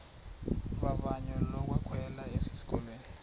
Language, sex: Xhosa, male